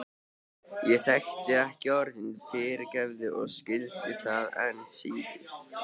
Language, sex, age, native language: Icelandic, male, 13, Icelandic